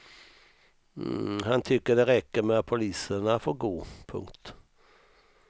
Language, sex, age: Swedish, male, 64